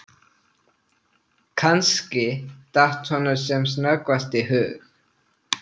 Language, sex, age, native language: Icelandic, male, 13, Icelandic